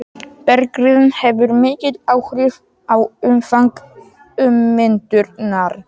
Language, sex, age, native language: Icelandic, male, 18-19, Polish